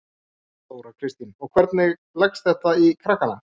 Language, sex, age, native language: Icelandic, male, 30-39, Icelandic